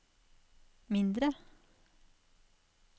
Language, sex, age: Norwegian, female, 46